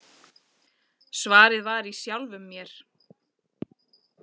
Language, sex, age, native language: Icelandic, female, 40-49, Icelandic